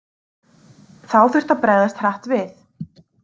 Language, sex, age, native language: Icelandic, female, 30-39, Icelandic